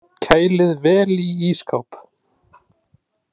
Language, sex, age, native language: Icelandic, male, 30-39, Icelandic